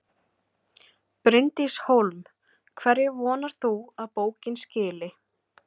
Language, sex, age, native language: Icelandic, female, 30-39, Icelandic